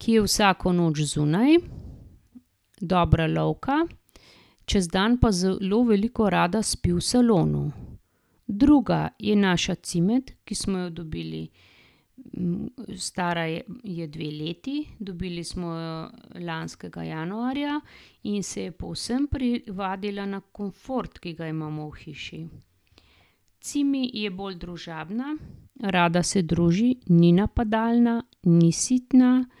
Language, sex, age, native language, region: Slovenian, female, 50-59, Slovenian, Gorenjska region